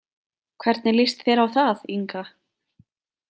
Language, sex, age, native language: Icelandic, female, 20-29, Icelandic